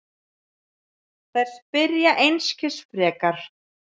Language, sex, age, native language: Icelandic, male, 7, Icelandic